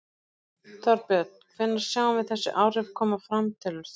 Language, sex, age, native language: Icelandic, female, 40-49, Icelandic